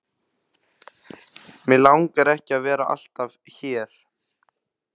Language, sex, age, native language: Icelandic, male, 15, Icelandic